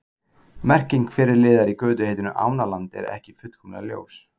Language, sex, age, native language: Icelandic, male, 40-49, Icelandic